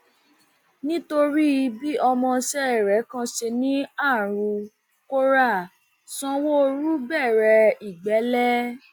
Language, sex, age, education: Yoruba, female, 30-45, tertiary